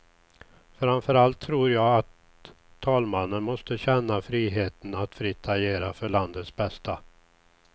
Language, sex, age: Swedish, male, 61